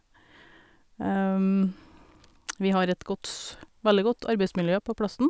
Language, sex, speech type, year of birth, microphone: Norwegian, female, spontaneous, 1972, Sennheiser